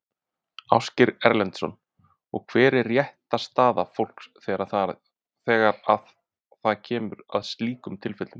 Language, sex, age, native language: Icelandic, male, 30-39, Icelandic